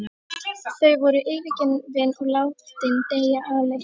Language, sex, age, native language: Icelandic, female, 13, Icelandic